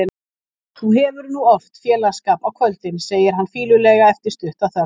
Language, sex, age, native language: Icelandic, female, 50-59, Icelandic